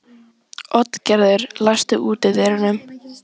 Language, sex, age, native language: Icelandic, female, 14, Icelandic